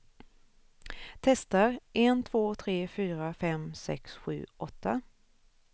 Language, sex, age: Swedish, female, 41